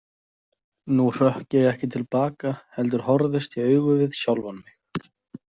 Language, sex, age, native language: Icelandic, male, 20-29, Icelandic